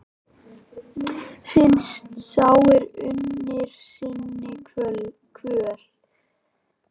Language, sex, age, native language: Icelandic, male, 11, Icelandic